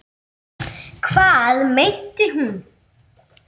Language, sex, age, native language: Icelandic, female, 8, Icelandic